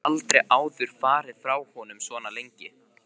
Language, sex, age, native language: Icelandic, male, 15, Icelandic